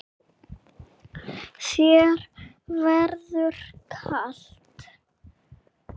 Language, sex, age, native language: Icelandic, male, 6, Icelandic